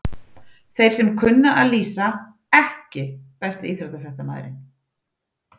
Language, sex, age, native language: Icelandic, female, 40-49, Icelandic